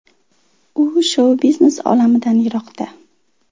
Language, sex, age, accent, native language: Uzbek, female, under 19, Andijon, Uzbek